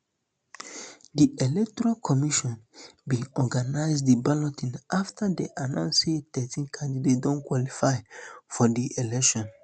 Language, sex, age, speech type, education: Nigerian Pidgin, male, 15-29, spontaneous, tertiary